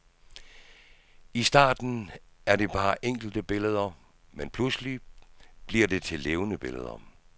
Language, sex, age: Danish, male, 66